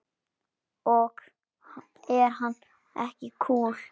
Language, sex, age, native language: Icelandic, other, 10, Icelandic